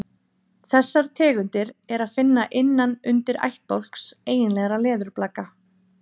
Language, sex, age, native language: Icelandic, female, 30-39, Icelandic